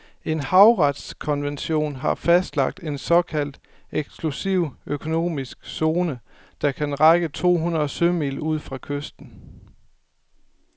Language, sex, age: Danish, male, 24